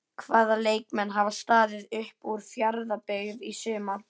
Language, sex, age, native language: Icelandic, female, 11, Icelandic